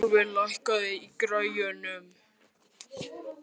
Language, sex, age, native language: Icelandic, male, 12, Icelandic